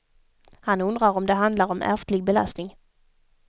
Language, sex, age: Swedish, female, 32